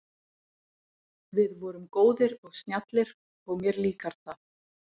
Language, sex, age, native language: Icelandic, female, 30-39, Icelandic